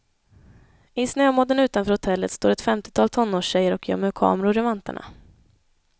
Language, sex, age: Swedish, female, 21